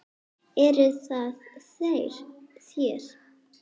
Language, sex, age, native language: Icelandic, female, 9, Icelandic